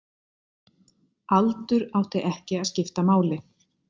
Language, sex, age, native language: Icelandic, female, 50-59, Icelandic